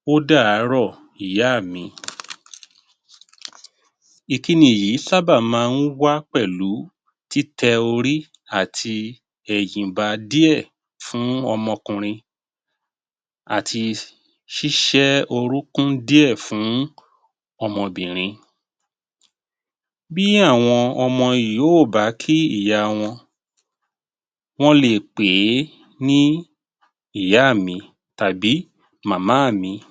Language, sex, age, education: Yoruba, male, 30-45, tertiary